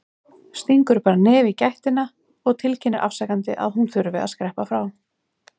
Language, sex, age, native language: Icelandic, female, 30-39, Icelandic